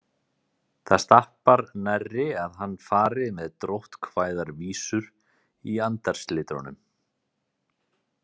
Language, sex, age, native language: Icelandic, male, 30-39, Icelandic